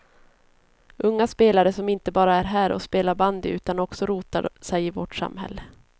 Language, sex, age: Swedish, female, 22